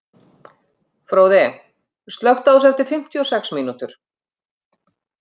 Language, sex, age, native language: Icelandic, female, 50-59, Icelandic